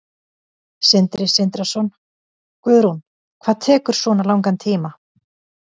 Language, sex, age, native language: Icelandic, female, 50-59, Icelandic